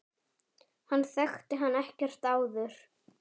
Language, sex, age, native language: Icelandic, female, 10, Icelandic